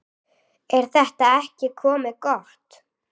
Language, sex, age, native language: Icelandic, female, 8, Icelandic